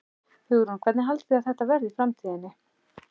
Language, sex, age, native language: Icelandic, male, 11, Icelandic